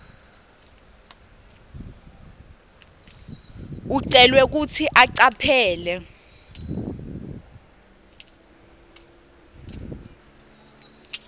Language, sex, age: Swati, female, 20